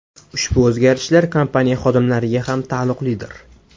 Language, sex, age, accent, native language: Uzbek, male, 18-24, Farg'ona, Uzbek